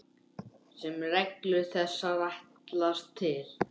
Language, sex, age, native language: Icelandic, male, 10, Icelandic